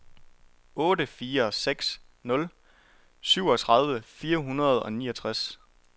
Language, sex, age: Danish, male, 23